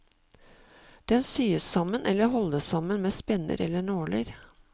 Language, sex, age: Norwegian, female, 52